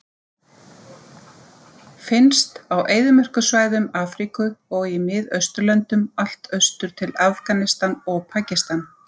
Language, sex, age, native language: Icelandic, female, 50-59, Icelandic